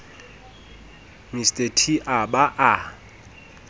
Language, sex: Southern Sotho, male